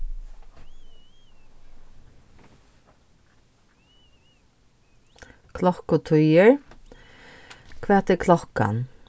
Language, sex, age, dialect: Faroese, female, 36-60, Norðurstreymoy/Eysturoy